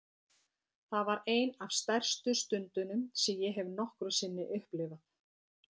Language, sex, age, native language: Icelandic, female, 50-59, Icelandic